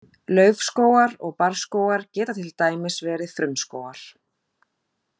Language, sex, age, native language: Icelandic, female, 40-49, Icelandic